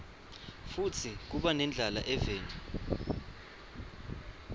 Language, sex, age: Swati, male, 23